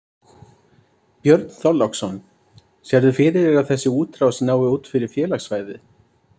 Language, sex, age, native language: Icelandic, male, 30-39, Icelandic